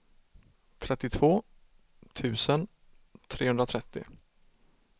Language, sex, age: Swedish, male, 32